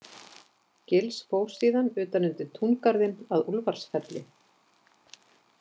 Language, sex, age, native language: Icelandic, female, 50-59, Icelandic